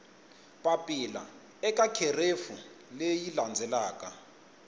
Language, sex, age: Tsonga, male, 21